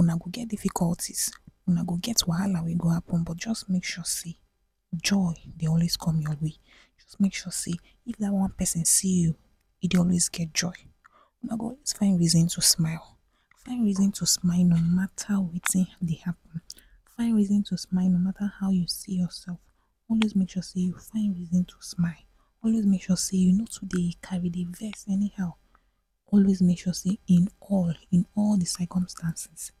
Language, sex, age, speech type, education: Nigerian Pidgin, female, 15-29, spontaneous, tertiary